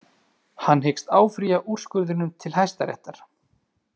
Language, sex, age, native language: Icelandic, male, 30-39, Icelandic